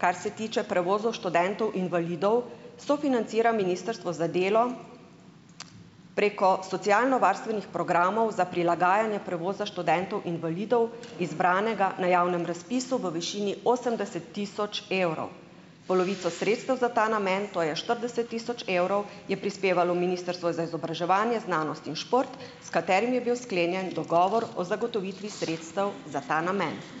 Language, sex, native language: Slovenian, female, Slovenian